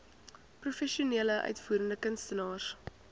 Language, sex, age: Afrikaans, female, 21